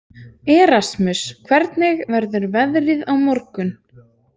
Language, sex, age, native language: Icelandic, female, 20-29, Icelandic